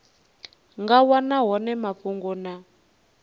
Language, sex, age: Venda, female, 19